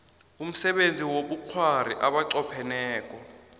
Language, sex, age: South Ndebele, male, 22